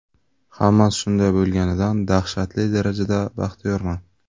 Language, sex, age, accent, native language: Uzbek, male, 18-24, Navoiy, Uzbek